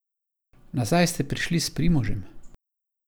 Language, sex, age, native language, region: Slovenian, male, 50-59, Slovenian, Savinja region